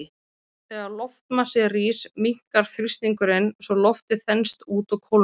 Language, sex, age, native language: Icelandic, female, 30-39, Icelandic